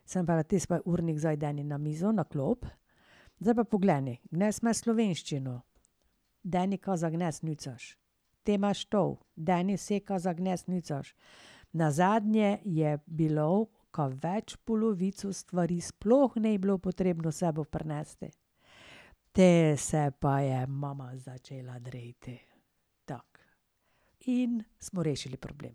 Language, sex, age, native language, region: Slovenian, female, 60+, Slovenian, Pomurje region